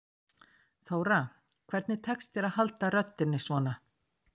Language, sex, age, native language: Icelandic, female, 60-69, Icelandic